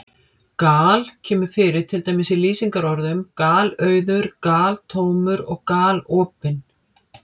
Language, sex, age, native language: Icelandic, female, 50-59, Icelandic